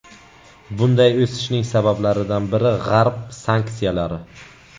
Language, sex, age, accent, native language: Uzbek, male, 18-24, Navoiy, Uzbek